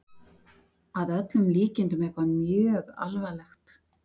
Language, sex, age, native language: Icelandic, female, 50-59, Icelandic